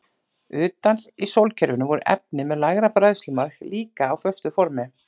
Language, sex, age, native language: Icelandic, female, 40-49, Icelandic